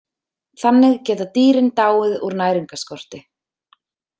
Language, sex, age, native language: Icelandic, female, 30-39, Icelandic